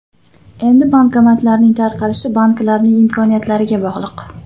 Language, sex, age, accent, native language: Uzbek, female, 25-34, Toshkent viloyati, Uzbek